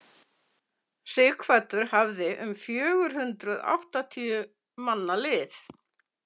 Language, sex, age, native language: Icelandic, female, 50-59, Icelandic